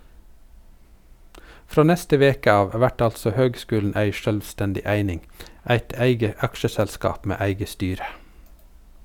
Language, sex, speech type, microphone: Norwegian, male, read, Sennheiser